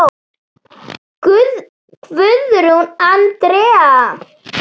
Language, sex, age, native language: Icelandic, female, 8, Icelandic